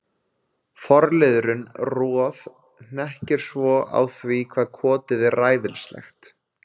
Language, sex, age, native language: Icelandic, male, 20-29, Icelandic